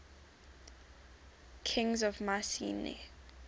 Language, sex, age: English, female, 19